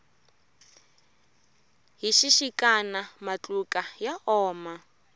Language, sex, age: Tsonga, female, 24